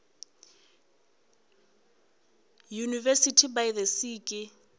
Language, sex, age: Northern Sotho, female, 21